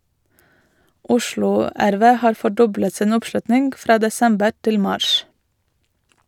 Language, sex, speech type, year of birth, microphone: Norwegian, female, read, 1986, Shure